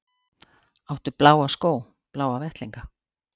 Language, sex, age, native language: Icelandic, female, 40-49, Icelandic